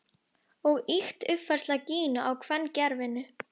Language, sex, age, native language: Icelandic, female, 11, Icelandic